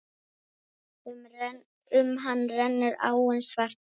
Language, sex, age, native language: Icelandic, female, 9, Icelandic